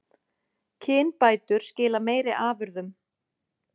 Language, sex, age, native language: Icelandic, female, 40-49, Icelandic